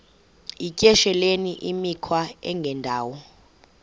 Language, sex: Xhosa, female